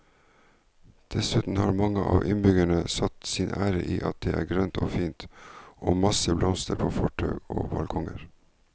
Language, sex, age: Norwegian, male, 49